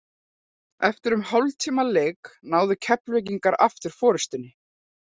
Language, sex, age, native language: Icelandic, female, 40-49, Icelandic